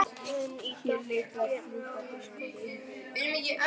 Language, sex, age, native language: Icelandic, male, 11, Icelandic